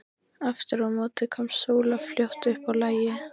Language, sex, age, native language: Icelandic, female, 13, Icelandic